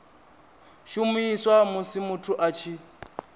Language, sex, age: Venda, male, 27